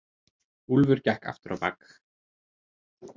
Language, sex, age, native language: Icelandic, male, 18-19, Icelandic